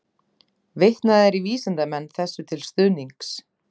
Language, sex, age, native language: Icelandic, female, 30-39, Icelandic